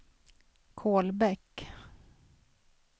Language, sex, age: Swedish, female, 46